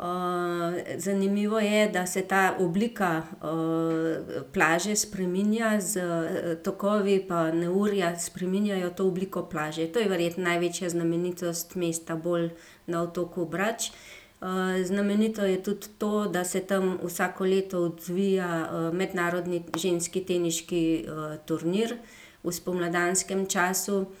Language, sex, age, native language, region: Slovenian, female, 50-59, Slovenian, Gorenjska region